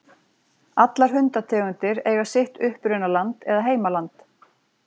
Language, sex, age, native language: Icelandic, female, 40-49, Icelandic